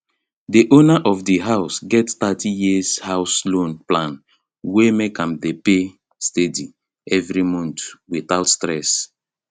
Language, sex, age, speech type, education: Nigerian Pidgin, male, 30-45, spontaneous, tertiary